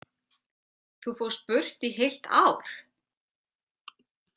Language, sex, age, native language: Icelandic, female, 40-49, Icelandic